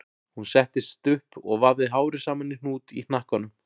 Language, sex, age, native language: Icelandic, male, 40-49, Icelandic